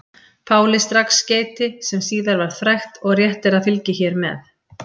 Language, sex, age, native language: Icelandic, female, 50-59, Icelandic